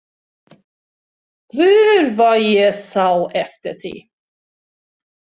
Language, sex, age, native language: Icelandic, female, 60-69, Swedish